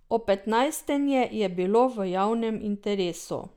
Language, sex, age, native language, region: Slovenian, female, 50-59, Slovenian, Drava region